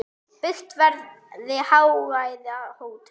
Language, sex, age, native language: Icelandic, female, 8, German